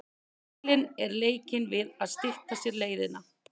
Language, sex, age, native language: Icelandic, female, 30-39, Icelandic